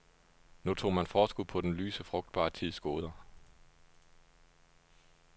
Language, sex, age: Danish, male, 29